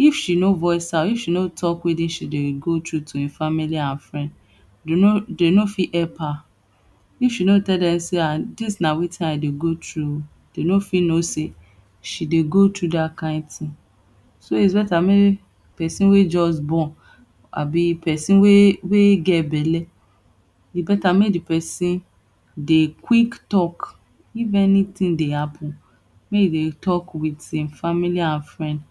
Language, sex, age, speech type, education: Nigerian Pidgin, female, 30-45, spontaneous, tertiary